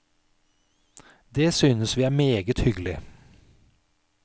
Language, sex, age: Norwegian, male, 46